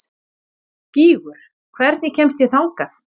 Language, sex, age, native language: Icelandic, male, 40-49, Icelandic